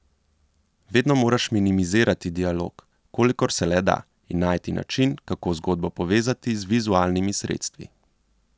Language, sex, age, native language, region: Slovenian, male, 30-49, Slovenian, Central Slovenia